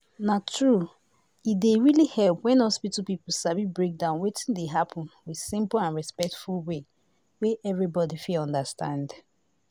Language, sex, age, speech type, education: Nigerian Pidgin, female, 15-29, spontaneous, tertiary